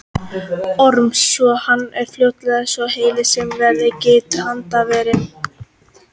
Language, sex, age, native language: Icelandic, female, 18-19, Icelandic